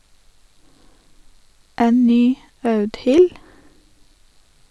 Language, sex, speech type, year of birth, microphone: Norwegian, female, read, 1983, Sennheiser